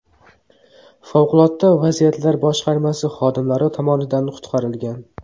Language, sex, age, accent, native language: Uzbek, male, 18-24, Qoraqalpog'iston, Uzbek